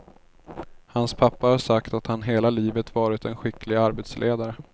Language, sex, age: Swedish, male, 30